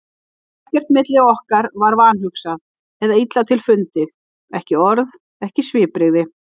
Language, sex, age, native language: Icelandic, female, 50-59, Icelandic